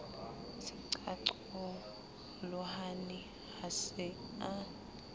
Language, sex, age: Southern Sotho, female, 25